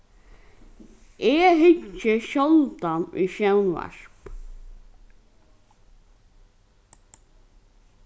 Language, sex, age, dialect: Faroese, female, 15-35, Norðurstreymoy/Eysturoy